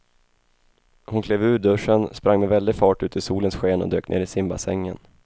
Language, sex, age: Swedish, male, 28